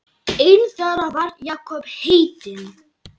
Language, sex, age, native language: Icelandic, male, 8, Lithuanian